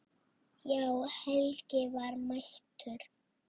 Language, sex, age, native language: Icelandic, female, 6, Icelandic